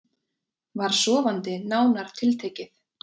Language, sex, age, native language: Icelandic, female, 20-29, Icelandic